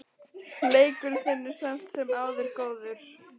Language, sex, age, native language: Icelandic, female, 11, Icelandic